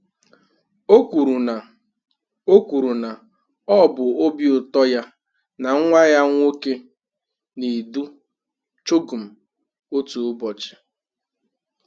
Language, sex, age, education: Igbo, male, 15-29, tertiary